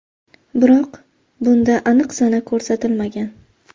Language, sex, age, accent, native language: Uzbek, female, 25-34, Farg'ona, Uzbek